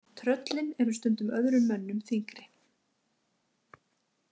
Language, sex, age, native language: Icelandic, female, 50-59, Icelandic